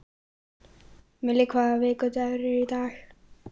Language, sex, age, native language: Icelandic, male, 11, Icelandic